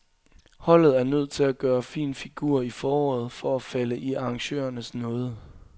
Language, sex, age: Danish, male, 22